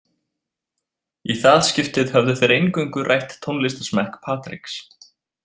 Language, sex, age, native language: Icelandic, male, 20-29, Icelandic